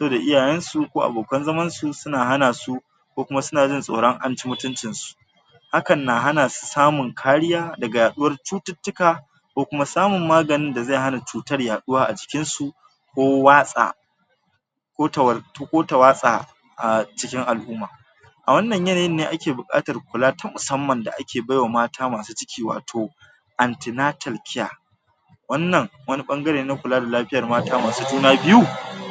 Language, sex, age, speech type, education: Hausa, male, 46-60, spontaneous, tertiary